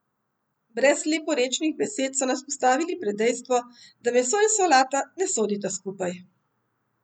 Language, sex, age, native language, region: Slovenian, female, 50-59, Slovenian, Central Slovenia